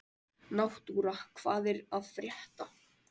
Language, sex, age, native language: Icelandic, male, 18-19, Icelandic